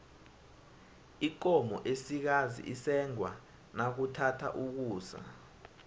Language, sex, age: South Ndebele, male, 19